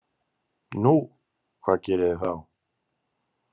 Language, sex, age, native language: Icelandic, male, 30-39, Icelandic